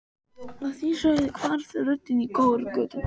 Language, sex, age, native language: Icelandic, male, 12, Icelandic